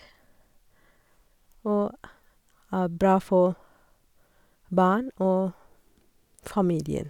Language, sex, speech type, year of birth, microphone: Norwegian, female, spontaneous, 1969, Sennheiser